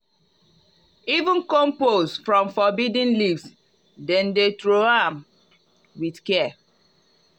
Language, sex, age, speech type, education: Nigerian Pidgin, female, 30-45, spontaneous, tertiary